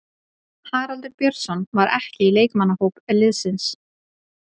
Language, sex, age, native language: Icelandic, female, 30-39, Icelandic